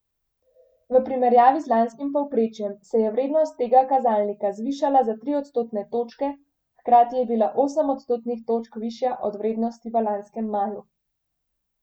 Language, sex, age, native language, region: Slovenian, female, 18-29, Slovenian, Central Slovenia